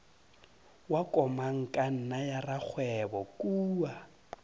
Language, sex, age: Northern Sotho, male, 30